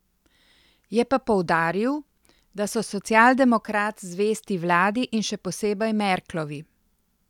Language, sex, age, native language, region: Slovenian, female, 50-59, Slovenian, Central Slovenia